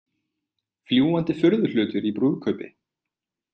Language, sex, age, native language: Icelandic, male, 20-29, Icelandic